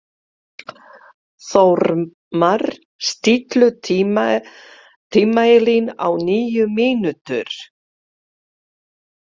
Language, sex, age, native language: Icelandic, female, 50-59, Polish